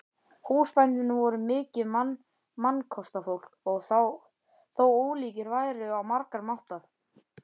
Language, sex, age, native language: Icelandic, male, 11, Icelandic